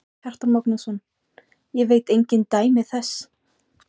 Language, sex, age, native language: Icelandic, female, 20-29, Icelandic